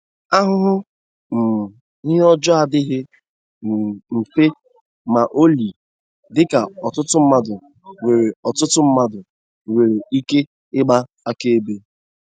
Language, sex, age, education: Igbo, male, 15-29, tertiary